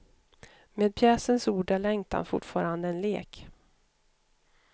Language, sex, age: Swedish, female, 52